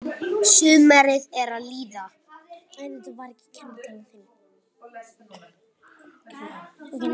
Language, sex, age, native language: Icelandic, female, 8, Icelandic